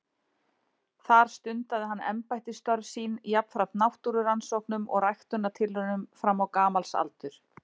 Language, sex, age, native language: Icelandic, female, 40-49, Icelandic